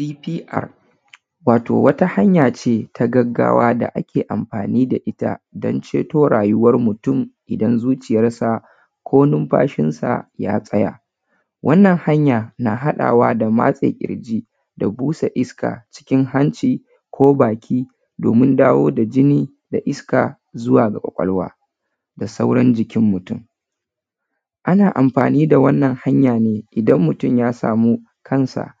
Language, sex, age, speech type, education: Hausa, female, 30-45, spontaneous, tertiary